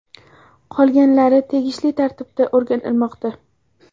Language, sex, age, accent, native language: Uzbek, female, 18-24, Farg'ona, Uzbek